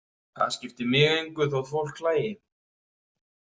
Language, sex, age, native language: Icelandic, male, 30-39, Icelandic